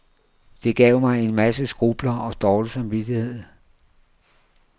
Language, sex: Danish, male